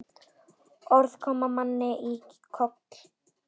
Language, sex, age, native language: Icelandic, female, 10, Icelandic